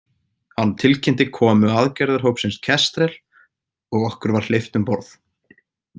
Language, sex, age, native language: Icelandic, male, 18-19, Icelandic